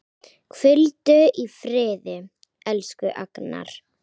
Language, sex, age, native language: Icelandic, female, 9, Icelandic